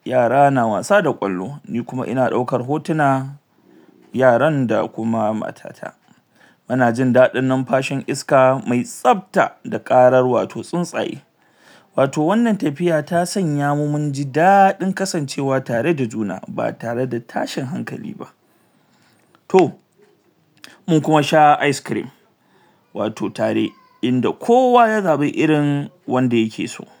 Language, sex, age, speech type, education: Hausa, male, 60+, spontaneous, tertiary